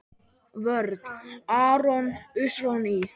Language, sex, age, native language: Icelandic, male, 10, Icelandic